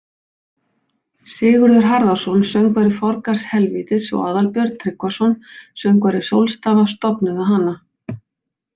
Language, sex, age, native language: Icelandic, female, 50-59, Icelandic